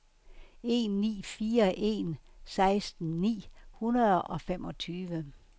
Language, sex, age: Danish, female, 69